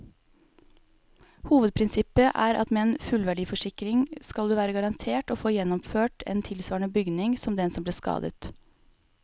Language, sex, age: Norwegian, female, 28